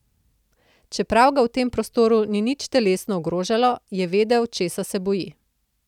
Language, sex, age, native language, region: Slovenian, female, 30-49, Slovenian, Central Slovenia